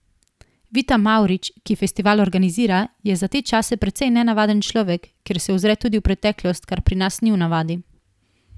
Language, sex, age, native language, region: Slovenian, female, 18-29, Slovenian, Primorsko-notranjska region